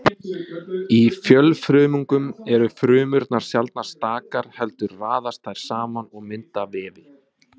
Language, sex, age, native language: Icelandic, male, 20-29, Icelandic